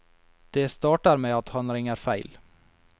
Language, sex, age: Norwegian, male, 22